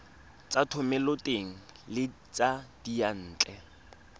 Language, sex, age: Tswana, male, 22